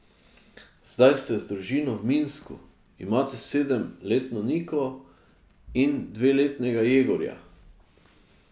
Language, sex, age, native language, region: Slovenian, male, 50-59, Slovenian, Drava region